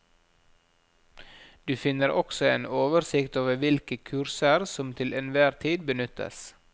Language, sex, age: Norwegian, male, 37